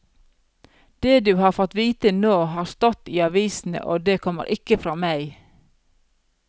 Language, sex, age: Norwegian, female, 42